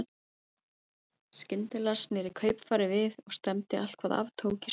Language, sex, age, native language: Icelandic, female, 30-39, Icelandic